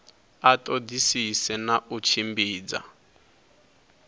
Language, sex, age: Venda, male, 22